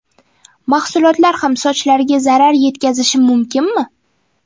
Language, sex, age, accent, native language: Uzbek, female, 12-17, Toshkent shahri, Uzbek